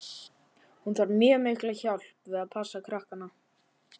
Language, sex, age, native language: Icelandic, male, 11, Icelandic